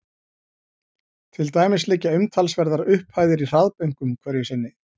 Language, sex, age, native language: Icelandic, male, 40-49, Icelandic